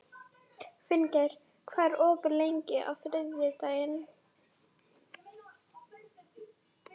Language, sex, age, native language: Icelandic, female, 11, Icelandic